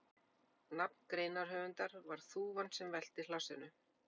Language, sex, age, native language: Icelandic, female, 50-59, Icelandic